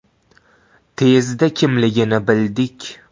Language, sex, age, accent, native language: Uzbek, male, 18-24, Toshkent viloyati, Uzbek